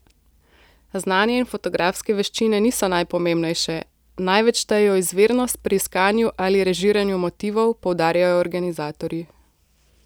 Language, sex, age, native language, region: Slovenian, female, 18-29, Slovenian, Central Slovenia